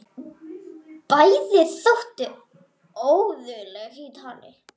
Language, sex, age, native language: Icelandic, female, 9, Icelandic